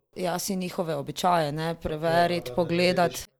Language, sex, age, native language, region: Slovenian, female, 30-49, Slovenian, Drava region